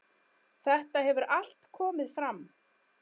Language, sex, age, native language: Icelandic, female, 10, Icelandic